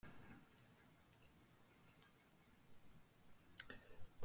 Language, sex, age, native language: Icelandic, male, 60-69, Icelandic